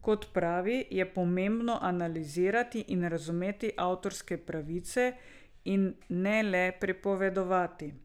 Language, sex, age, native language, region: Slovenian, female, 50-59, Slovenian, Drava region